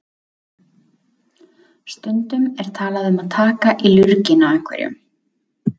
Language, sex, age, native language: Icelandic, female, 20-29, Icelandic